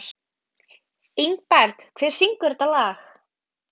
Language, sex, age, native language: Icelandic, female, 12, Icelandic